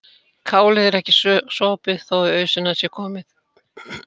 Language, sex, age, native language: Icelandic, female, 80-89, Icelandic